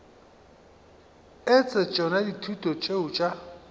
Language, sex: Northern Sotho, male